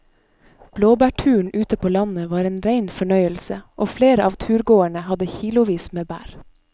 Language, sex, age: Norwegian, female, 22